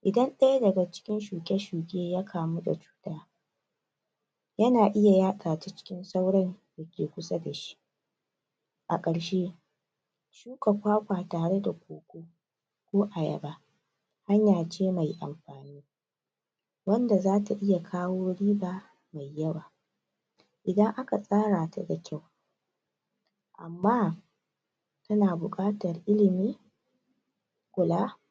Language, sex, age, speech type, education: Hausa, female, 30-45, spontaneous, tertiary